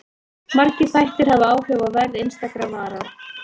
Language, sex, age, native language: Icelandic, female, 30-39, Icelandic